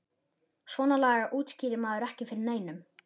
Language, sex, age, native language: Icelandic, male, 11, Icelandic